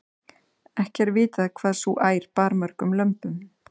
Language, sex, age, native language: Icelandic, female, 30-39, Icelandic